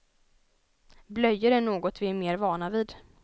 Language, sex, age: Swedish, female, 20